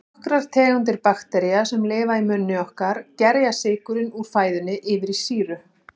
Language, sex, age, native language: Icelandic, female, 40-49, Icelandic